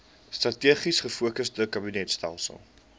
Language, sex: Afrikaans, male